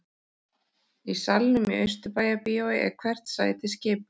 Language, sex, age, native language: Icelandic, male, 13, Icelandic